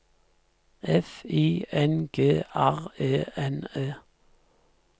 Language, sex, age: Norwegian, male, 50